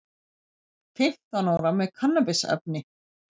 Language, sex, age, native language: Icelandic, female, 40-49, Icelandic